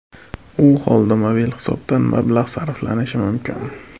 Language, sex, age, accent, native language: Uzbek, male, 25-34, Farg'ona, Uzbek